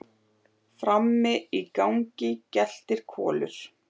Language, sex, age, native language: Icelandic, male, 8, Icelandic